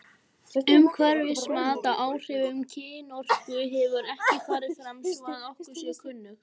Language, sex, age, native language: Icelandic, male, 18-19, Icelandic